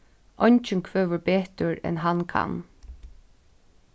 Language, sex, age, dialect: Faroese, female, 15-35, Suðurstreymoy